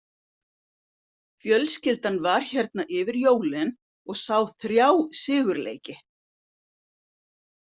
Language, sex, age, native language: Icelandic, female, 50-59, Icelandic